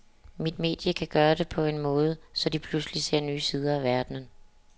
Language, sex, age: Danish, female, 27